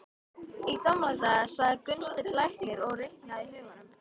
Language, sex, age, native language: Icelandic, female, 13, Icelandic